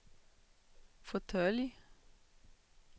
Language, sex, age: Swedish, female, 40